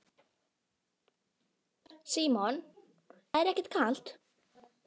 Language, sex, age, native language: Icelandic, female, 10, Icelandic